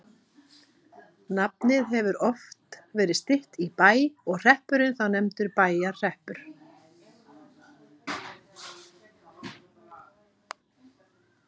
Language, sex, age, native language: Icelandic, female, 50-59, Icelandic